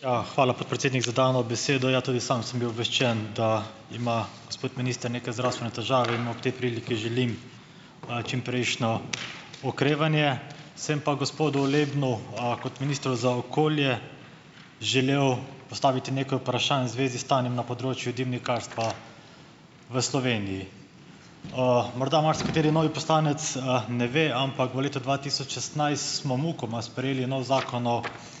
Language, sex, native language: Slovenian, male, Slovenian